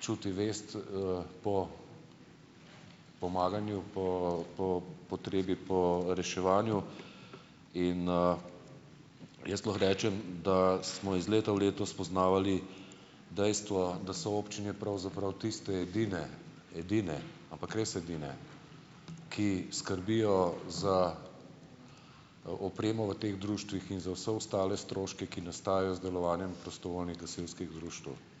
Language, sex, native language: Slovenian, male, Slovenian